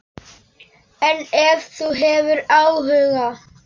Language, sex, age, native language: Icelandic, male, 10, Polish